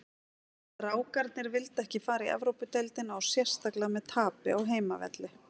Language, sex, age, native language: Icelandic, female, 40-49, Icelandic